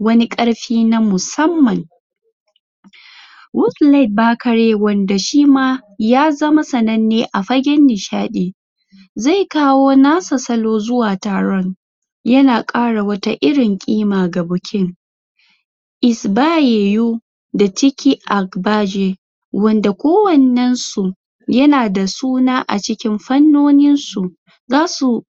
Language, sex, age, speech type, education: Hausa, female, 15-29, spontaneous, tertiary